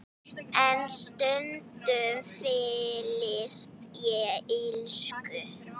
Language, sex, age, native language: Icelandic, female, 9, Icelandic